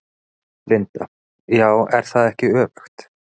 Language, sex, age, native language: Icelandic, male, 30-39, Icelandic